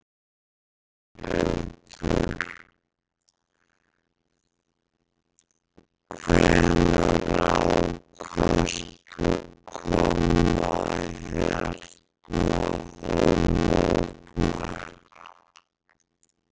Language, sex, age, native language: Icelandic, male, 60-69, Icelandic